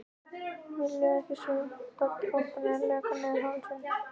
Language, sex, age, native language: Icelandic, male, 13, Icelandic